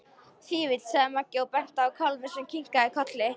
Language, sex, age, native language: Icelandic, female, 13, Icelandic